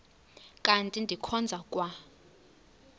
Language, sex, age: Xhosa, female, 20